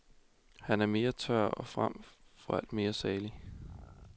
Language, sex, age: Danish, male, 20